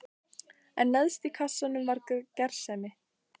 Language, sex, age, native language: Icelandic, female, 14, Icelandic